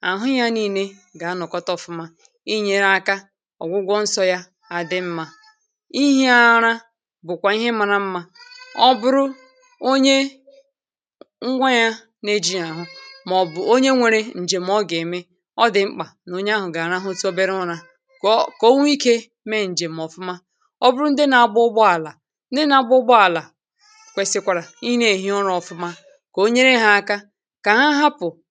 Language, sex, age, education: Igbo, female, 30-45, tertiary